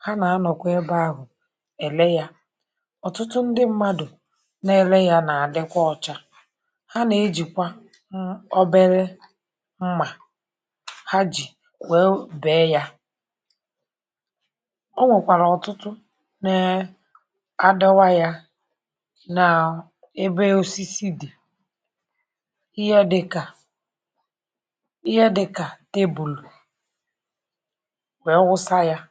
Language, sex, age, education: Igbo, female, 30-45, tertiary